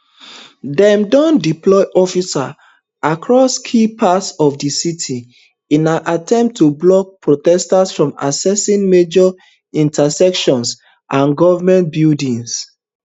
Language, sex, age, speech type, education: Nigerian Pidgin, male, 30-45, spontaneous, tertiary